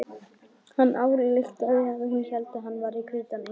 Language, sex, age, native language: Icelandic, female, 12, Icelandic